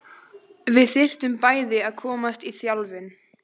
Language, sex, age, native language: Icelandic, female, 14, Icelandic